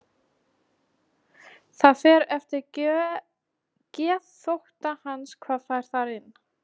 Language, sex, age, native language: Icelandic, female, 20-29, Icelandic